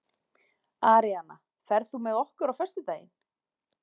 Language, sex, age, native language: Icelandic, female, 40-49, Icelandic